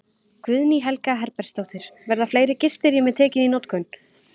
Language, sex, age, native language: Icelandic, female, 20-29, Icelandic